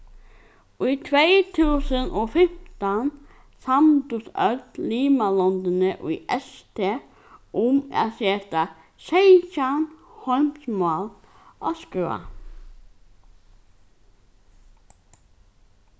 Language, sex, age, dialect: Faroese, female, 15-35, Norðurstreymoy/Eysturoy